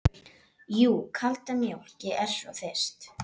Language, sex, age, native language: Icelandic, female, 11, Icelandic